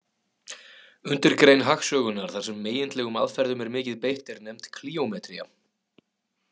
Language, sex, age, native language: Icelandic, male, 30-39, Icelandic